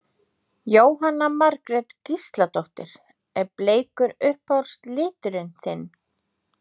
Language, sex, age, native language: Icelandic, female, 30-39, Icelandic